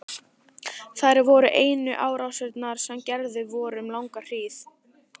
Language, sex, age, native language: Icelandic, female, 14, Italian